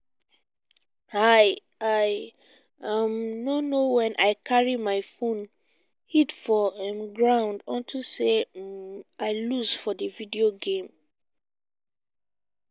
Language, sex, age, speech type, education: Nigerian Pidgin, female, 15-29, spontaneous, tertiary